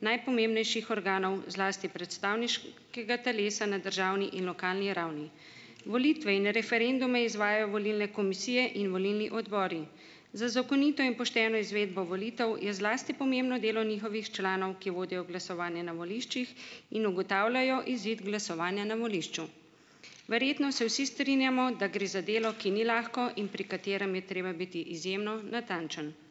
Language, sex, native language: Slovenian, female, Slovenian